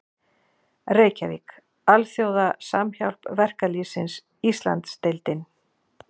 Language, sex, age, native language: Icelandic, female, 40-49, Icelandic